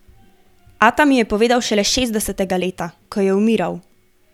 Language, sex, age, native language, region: Slovenian, female, 18-29, Slovenian, Gorenjska region